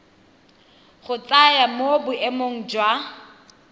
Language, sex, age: Tswana, female, 23